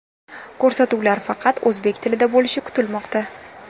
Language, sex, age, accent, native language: Uzbek, female, 19-29, Toshkent viloyati, Uzbek